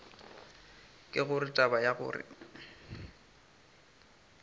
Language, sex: Northern Sotho, male